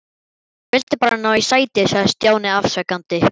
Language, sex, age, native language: Icelandic, male, 11, Icelandic